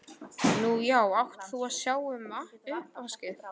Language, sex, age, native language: Icelandic, male, 11, Icelandic